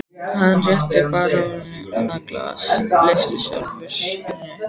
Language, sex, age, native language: Icelandic, female, 14, Icelandic